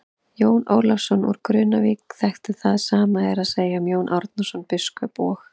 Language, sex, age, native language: Icelandic, female, 30-39, Icelandic